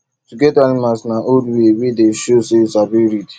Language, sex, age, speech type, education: Nigerian Pidgin, male, 30-45, spontaneous, tertiary